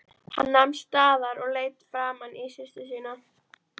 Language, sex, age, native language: Icelandic, female, 13, Icelandic